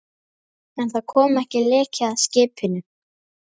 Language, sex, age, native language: Icelandic, female, 11, Icelandic